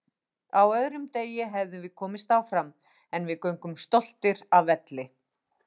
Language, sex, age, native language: Icelandic, female, 50-59, Icelandic